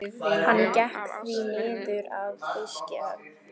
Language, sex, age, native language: Icelandic, female, 15, Icelandic